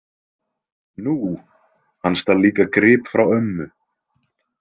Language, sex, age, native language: Icelandic, male, 20-29, Icelandic